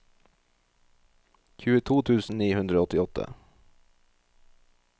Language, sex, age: Norwegian, male, 38